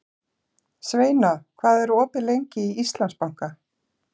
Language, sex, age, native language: Icelandic, female, 40-49, Icelandic